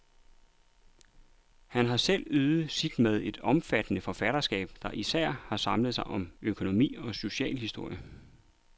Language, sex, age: Danish, male, 39